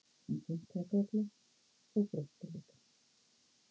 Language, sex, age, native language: Icelandic, female, 50-59, Icelandic